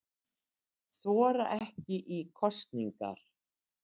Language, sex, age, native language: Icelandic, female, 60-69, Icelandic